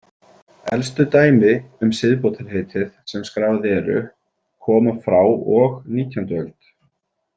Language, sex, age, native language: Icelandic, male, 40-49, Icelandic